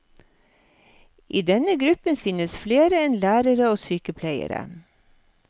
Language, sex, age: Norwegian, female, 53